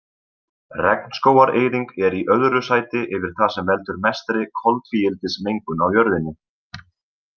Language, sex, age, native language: Icelandic, male, 20-29, Icelandic